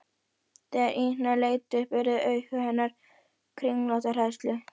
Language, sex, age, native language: Icelandic, female, 11, Icelandic